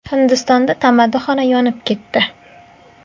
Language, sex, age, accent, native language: Uzbek, female, 19-29, Qashqadaryo, Uzbek